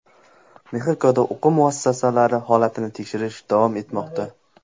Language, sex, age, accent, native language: Uzbek, male, 18-24, Qashqadaryo, Uzbek